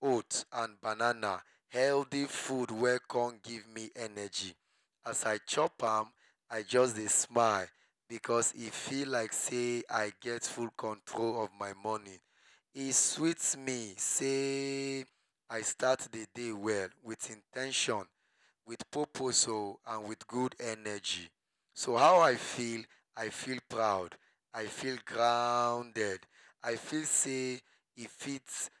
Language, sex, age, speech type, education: Nigerian Pidgin, male, 30-45, spontaneous, tertiary